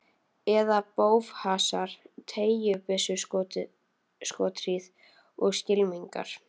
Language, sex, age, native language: Icelandic, female, 12, Icelandic